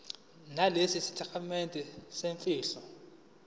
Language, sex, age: Zulu, male, 20